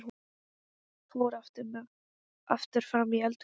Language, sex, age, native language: Icelandic, female, 10, Icelandic